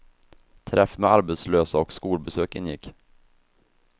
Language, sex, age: Swedish, male, 24